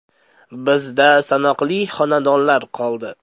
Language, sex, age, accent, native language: Uzbek, male, under 19, Andijon, Uzbek